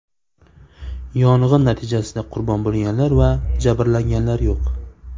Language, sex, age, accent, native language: Uzbek, male, 18-24, Farg'ona, Uzbek